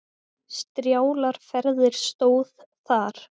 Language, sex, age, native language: Icelandic, female, 20-29, Icelandic